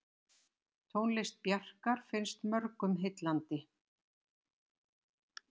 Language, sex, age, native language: Icelandic, female, 60-69, Icelandic